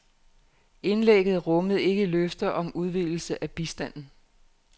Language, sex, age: Danish, female, 49